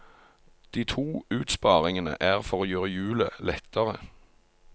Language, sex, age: Norwegian, male, 45